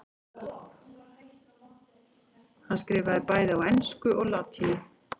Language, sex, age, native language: Icelandic, female, 40-49, Icelandic